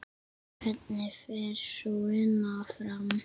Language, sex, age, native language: Icelandic, male, 8, Icelandic